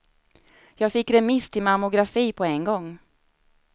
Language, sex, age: Swedish, female, 29